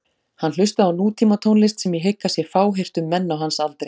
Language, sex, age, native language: Icelandic, female, 40-49, Icelandic